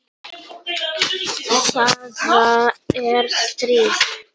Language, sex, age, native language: Icelandic, male, 9, Icelandic